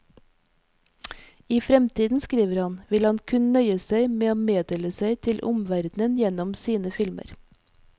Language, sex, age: Norwegian, female, 46